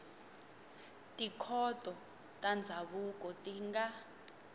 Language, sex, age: Tsonga, female, 22